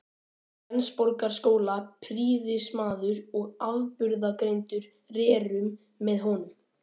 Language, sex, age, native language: Icelandic, male, 12, Icelandic